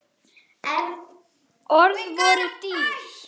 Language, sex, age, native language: Icelandic, female, 10, Icelandic